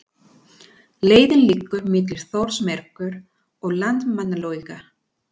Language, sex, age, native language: Icelandic, female, 40-49, Spanish